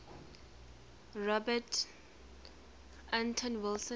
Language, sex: English, female